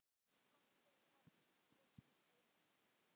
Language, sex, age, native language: Icelandic, male, 10, Icelandic